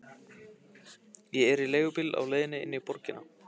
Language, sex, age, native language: Icelandic, male, 15, Icelandic